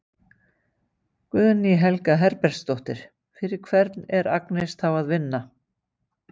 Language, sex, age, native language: Icelandic, female, 50-59, Icelandic